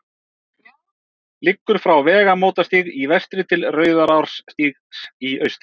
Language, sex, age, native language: Icelandic, male, 30-39, Icelandic